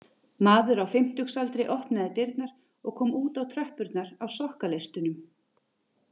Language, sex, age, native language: Icelandic, female, 30-39, Icelandic